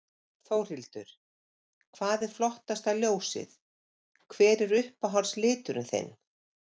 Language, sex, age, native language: Icelandic, female, 50-59, Icelandic